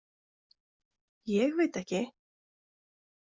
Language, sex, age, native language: Icelandic, female, 20-29, Icelandic